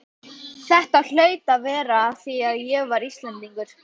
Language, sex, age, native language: Icelandic, female, 12, Icelandic